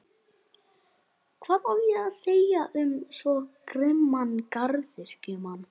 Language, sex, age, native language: Icelandic, male, 11, Icelandic